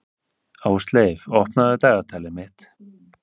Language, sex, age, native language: Icelandic, male, 30-39, Icelandic